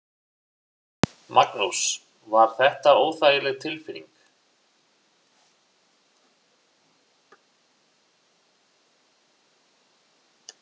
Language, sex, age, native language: Icelandic, male, 40-49, Icelandic